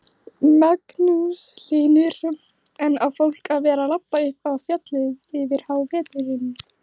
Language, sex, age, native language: Icelandic, male, 16, Icelandic